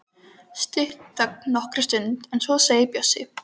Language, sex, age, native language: Icelandic, female, 12, Icelandic